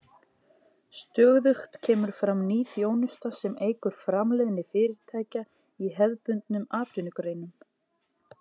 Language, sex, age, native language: Icelandic, female, 40-49, Icelandic